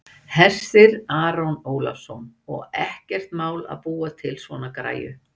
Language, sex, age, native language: Icelandic, female, 60-69, Icelandic